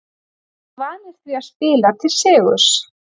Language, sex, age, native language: Icelandic, female, 40-49, Icelandic